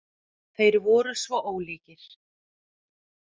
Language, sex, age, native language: Icelandic, female, 40-49, Icelandic